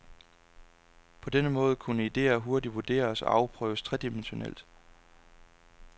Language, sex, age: Danish, male, 26